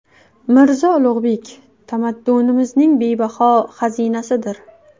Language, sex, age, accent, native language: Uzbek, female, 18-24, Qashqadaryo, Uzbek